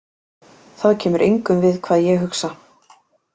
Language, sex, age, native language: Icelandic, female, 18-19, Icelandic